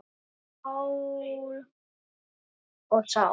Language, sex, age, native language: Icelandic, female, 18-19, Icelandic